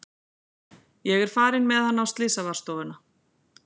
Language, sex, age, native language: Icelandic, female, 40-49, Icelandic